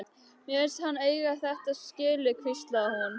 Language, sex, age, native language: Icelandic, other, 12, Icelandic